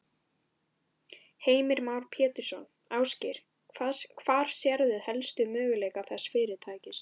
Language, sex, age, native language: Icelandic, female, 12, Icelandic